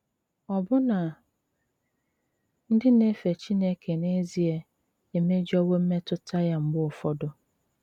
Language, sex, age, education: Igbo, female, 30-45, tertiary